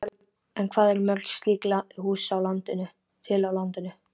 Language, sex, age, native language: Icelandic, female, 13, Icelandic